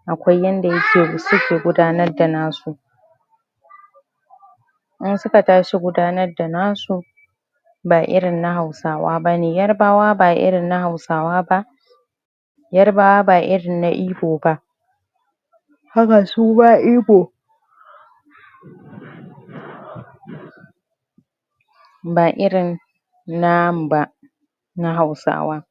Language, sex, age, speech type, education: Hausa, female, 15-29, spontaneous, primary